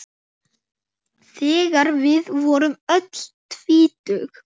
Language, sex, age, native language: Icelandic, male, 8, Icelandic